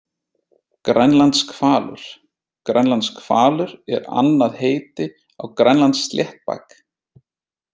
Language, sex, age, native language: Icelandic, male, 30-39, Icelandic